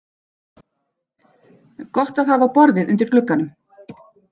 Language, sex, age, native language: Icelandic, female, 40-49, Icelandic